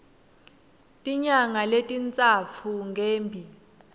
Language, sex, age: Swati, female, 19